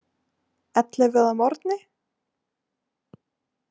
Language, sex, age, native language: Icelandic, female, 18-19, Icelandic